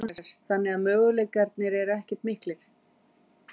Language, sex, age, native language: Icelandic, female, 50-59, Icelandic